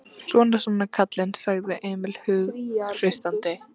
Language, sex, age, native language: Icelandic, female, 13, Icelandic